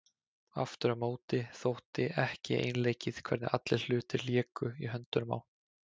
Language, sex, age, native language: Icelandic, male, 20-29, Icelandic